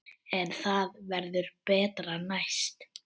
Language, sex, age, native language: Icelandic, female, 9, Icelandic